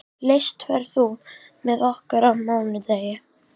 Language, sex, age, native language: Icelandic, female, 18-19, Icelandic